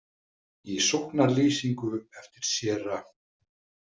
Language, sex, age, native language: Icelandic, male, 50-59, Icelandic